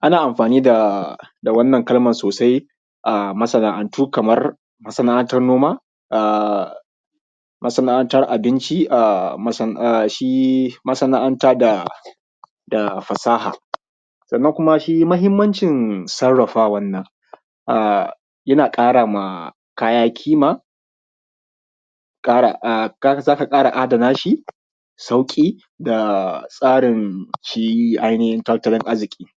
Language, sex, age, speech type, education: Hausa, male, 15-29, spontaneous, primary